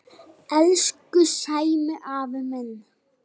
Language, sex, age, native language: Icelandic, female, 9, Icelandic